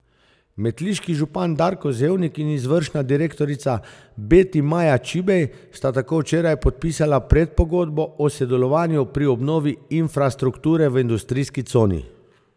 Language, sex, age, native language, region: Slovenian, male, 50-59, Slovenian, Zasavska region